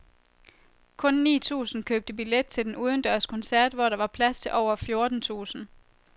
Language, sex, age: Danish, female, 23